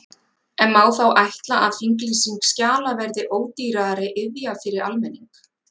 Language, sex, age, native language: Icelandic, female, 40-49, Icelandic